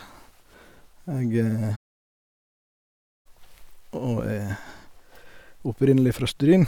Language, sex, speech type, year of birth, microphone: Norwegian, male, spontaneous, 1971, Sennheiser